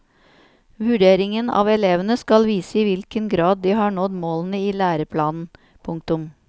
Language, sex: Norwegian, female